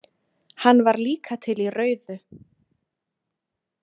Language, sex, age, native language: Icelandic, female, 20-29, Icelandic